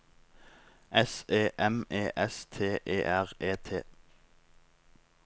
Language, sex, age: Norwegian, male, 19